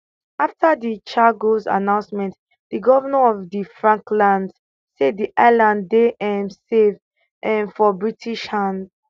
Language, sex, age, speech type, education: Nigerian Pidgin, female, 15-29, spontaneous, tertiary